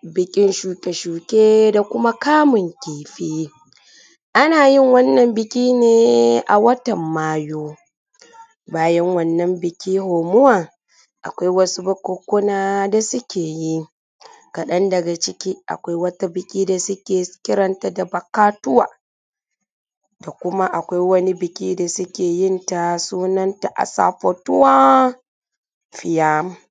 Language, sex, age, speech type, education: Hausa, female, 30-45, spontaneous, tertiary